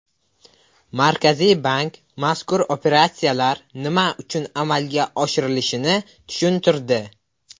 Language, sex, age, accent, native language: Uzbek, male, under 19, Buxoro, Uzbek